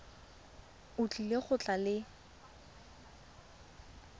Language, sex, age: Tswana, female, 20